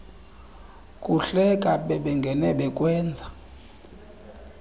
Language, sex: Xhosa, male